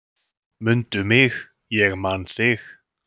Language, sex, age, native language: Icelandic, male, 30-39, Icelandic